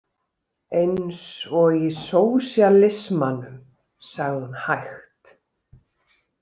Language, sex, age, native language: Icelandic, female, 30-39, Icelandic